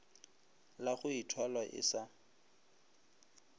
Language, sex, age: Northern Sotho, male, 25